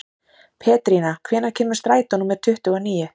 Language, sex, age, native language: Icelandic, female, 30-39, Icelandic